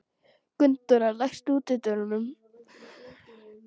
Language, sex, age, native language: Icelandic, female, 12, Icelandic